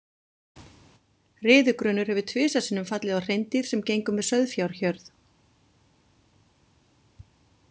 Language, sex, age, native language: Icelandic, female, 40-49, Icelandic